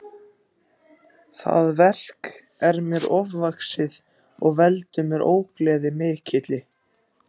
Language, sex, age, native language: Icelandic, other, 14, Icelandic